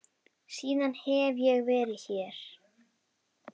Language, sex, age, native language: Icelandic, female, 10, Icelandic